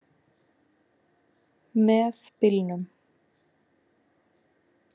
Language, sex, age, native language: Icelandic, female, 20-29, Icelandic